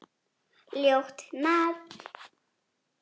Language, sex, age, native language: Icelandic, female, 8, Icelandic